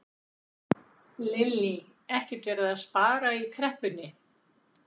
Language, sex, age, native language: Icelandic, female, 60-69, Icelandic